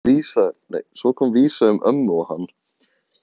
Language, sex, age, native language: Icelandic, male, 15, Icelandic